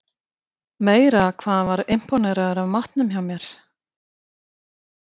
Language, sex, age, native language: Icelandic, female, 50-59, Icelandic